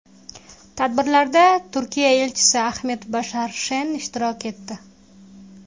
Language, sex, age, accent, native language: Uzbek, female, 19-29, Qashqadaryo, Uzbek